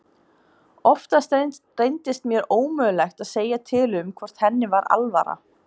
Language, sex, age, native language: Icelandic, female, 20-29, Icelandic